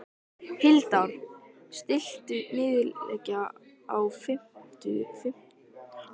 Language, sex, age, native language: Icelandic, male, 13, Icelandic